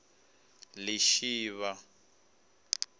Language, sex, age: Venda, male, 19